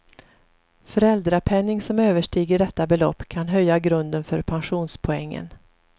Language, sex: Swedish, female